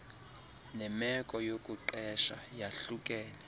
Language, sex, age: Xhosa, male, 20